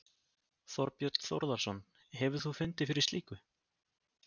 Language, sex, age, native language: Icelandic, male, 20-29, Icelandic